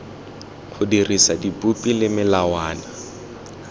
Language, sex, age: Tswana, male, 21